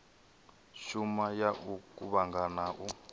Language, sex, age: Venda, male, 34